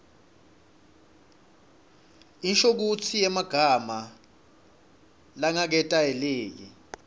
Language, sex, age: Swati, male, 26